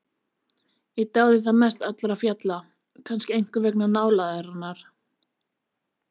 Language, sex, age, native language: Icelandic, female, 30-39, Icelandic